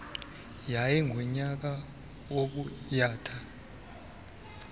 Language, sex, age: Xhosa, male, 26